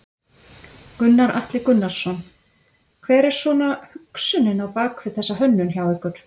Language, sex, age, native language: Icelandic, female, 50-59, Icelandic